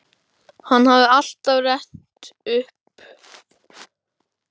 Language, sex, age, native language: Icelandic, male, 12, Icelandic